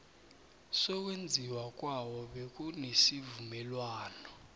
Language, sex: South Ndebele, male